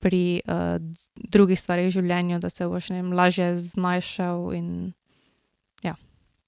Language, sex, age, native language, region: Slovenian, female, 18-29, Slovenian, Drava region